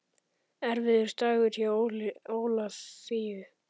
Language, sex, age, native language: Icelandic, male, 10, Icelandic